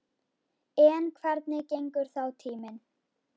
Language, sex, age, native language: Icelandic, female, 10, Icelandic